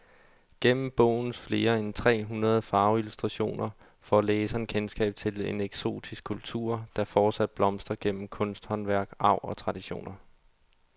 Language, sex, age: Danish, male, 32